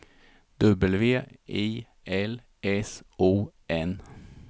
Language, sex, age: Swedish, male, 51